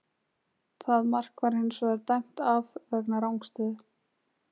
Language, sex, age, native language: Icelandic, female, 20-29, Icelandic